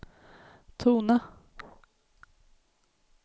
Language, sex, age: Swedish, female, 19